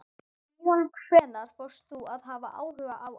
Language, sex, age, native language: Icelandic, female, 12, Icelandic